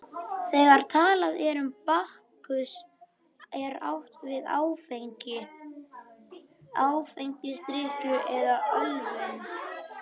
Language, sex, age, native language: Icelandic, male, 21, Icelandic